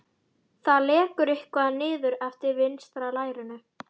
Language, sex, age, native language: Icelandic, female, 12, Icelandic